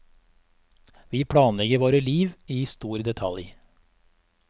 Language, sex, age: Norwegian, male, 34